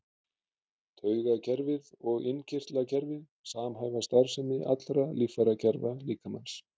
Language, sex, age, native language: Icelandic, male, 30-39, Icelandic